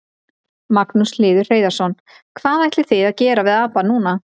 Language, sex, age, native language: Icelandic, female, 30-39, Icelandic